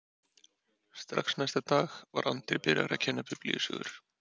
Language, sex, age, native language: Icelandic, male, 30-39, Icelandic